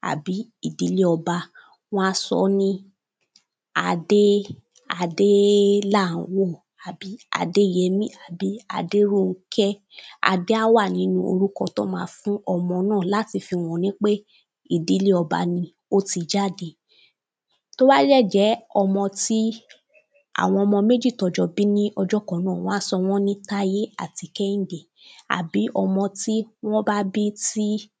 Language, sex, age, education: Yoruba, female, 15-29, primary